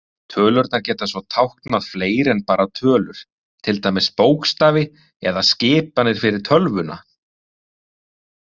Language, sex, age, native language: Icelandic, male, 30-39, Icelandic